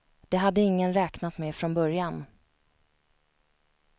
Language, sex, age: Swedish, female, 29